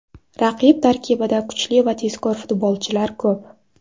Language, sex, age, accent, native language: Uzbek, female, 19-29, Navoiy, Uzbek